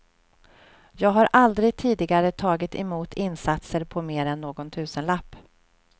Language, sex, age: Swedish, female, 46